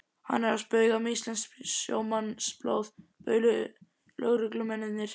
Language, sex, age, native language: Icelandic, male, 11, Icelandic